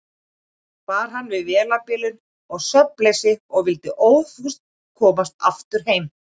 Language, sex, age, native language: Icelandic, female, 40-49, Icelandic